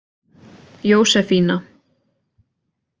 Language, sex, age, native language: Icelandic, female, 20-29, Icelandic